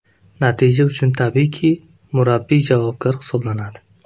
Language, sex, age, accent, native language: Uzbek, male, 18-24, Namangan, Uzbek